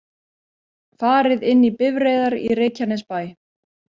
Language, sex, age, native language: Icelandic, female, 30-39, Icelandic